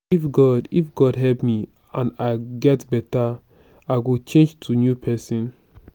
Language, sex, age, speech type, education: Nigerian Pidgin, male, 15-29, spontaneous, tertiary